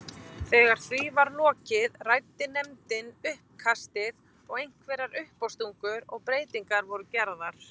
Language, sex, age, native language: Icelandic, female, 20-29, Icelandic